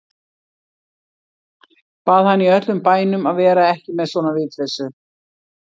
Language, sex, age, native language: Icelandic, female, 60-69, Icelandic